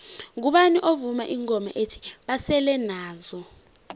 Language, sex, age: South Ndebele, female, 18